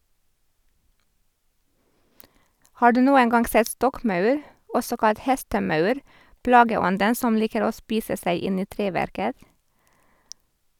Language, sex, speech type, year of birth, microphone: Norwegian, female, read, 1991, Sennheiser